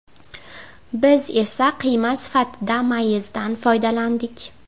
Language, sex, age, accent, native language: Uzbek, female, 18-24, Navoiy, Uzbek